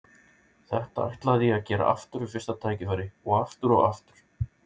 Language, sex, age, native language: Icelandic, male, 30-39, Icelandic